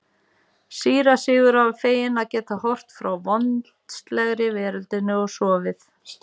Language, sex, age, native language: Icelandic, female, 40-49, Icelandic